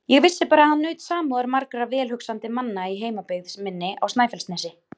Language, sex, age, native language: Icelandic, female, 30-39, Icelandic